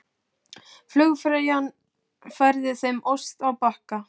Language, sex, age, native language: Icelandic, male, 12, Icelandic